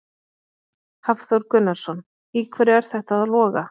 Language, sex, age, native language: Icelandic, female, 30-39, Icelandic